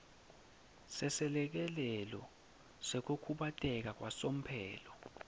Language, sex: Swati, male